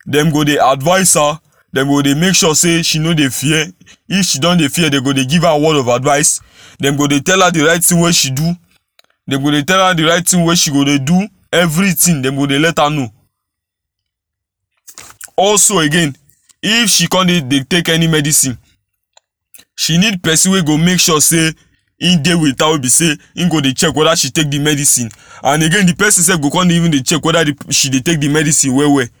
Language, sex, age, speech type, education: Nigerian Pidgin, male, 15-29, spontaneous, tertiary